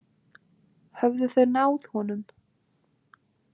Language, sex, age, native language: Icelandic, female, 20-29, Icelandic